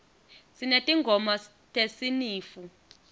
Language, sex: Swati, female